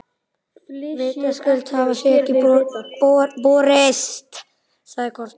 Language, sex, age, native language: Icelandic, male, 11, Icelandic